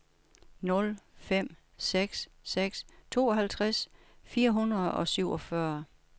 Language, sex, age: Danish, female, 61